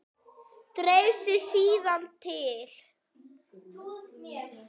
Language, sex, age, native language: Icelandic, female, 8, Icelandic